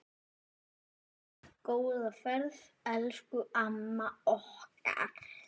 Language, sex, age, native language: Icelandic, male, 9, Icelandic